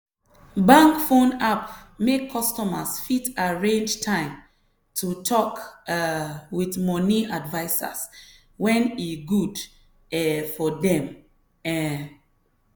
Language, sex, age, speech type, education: Nigerian Pidgin, female, 30-45, spontaneous, tertiary